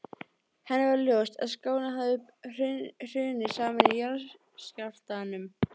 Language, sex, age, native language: Icelandic, female, 13, Icelandic